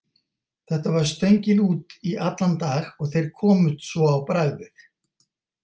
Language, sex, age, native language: Icelandic, male, 50-59, Icelandic